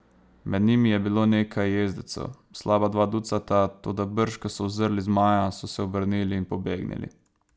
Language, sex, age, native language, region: Slovenian, male, 18-29, Slovenian, Savinja region